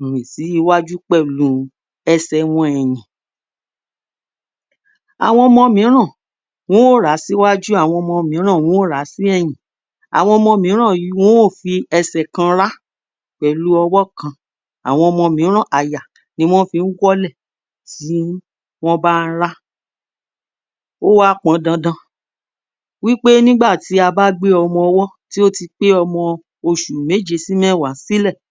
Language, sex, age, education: Yoruba, female, 46-60, tertiary